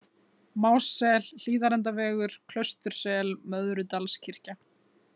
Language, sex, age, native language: Icelandic, female, 30-39, Icelandic